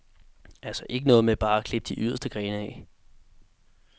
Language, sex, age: Danish, male, 18